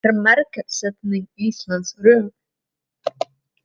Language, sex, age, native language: Icelandic, female, 30-39, Czech